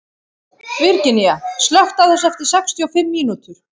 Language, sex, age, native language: Icelandic, female, 30-39, Icelandic